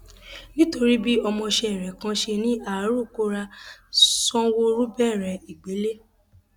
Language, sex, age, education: Yoruba, female, 15-29, tertiary